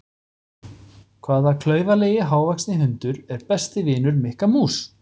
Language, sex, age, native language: Icelandic, male, 40-49, Icelandic